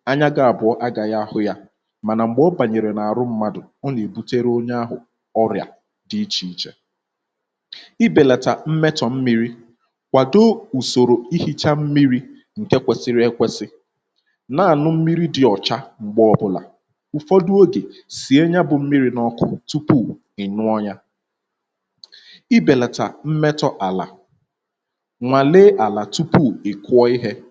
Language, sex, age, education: Igbo, male, 15-29, tertiary